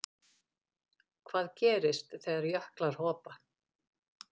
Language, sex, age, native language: Icelandic, female, 50-59, Icelandic